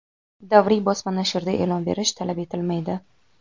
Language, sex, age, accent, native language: Uzbek, female, 19-29, Toshkent viloyati, Uzbek